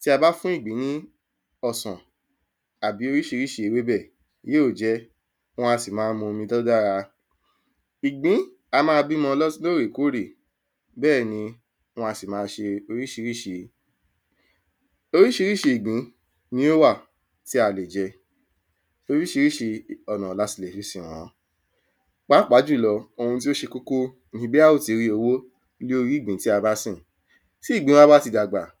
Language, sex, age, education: Yoruba, male, 15-29, tertiary